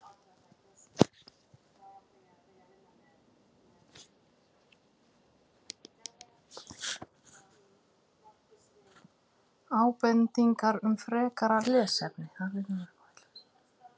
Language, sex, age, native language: Icelandic, female, 50-59, Icelandic